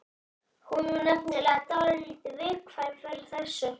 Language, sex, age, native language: Icelandic, male, 11, Icelandic